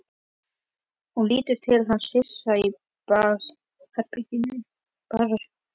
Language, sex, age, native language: Icelandic, male, 11, Icelandic